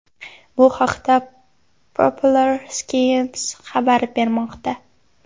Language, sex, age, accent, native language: Uzbek, female, 19-29, Andijon, Uzbek